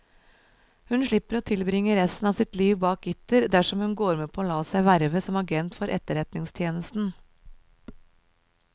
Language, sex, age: Norwegian, female, 37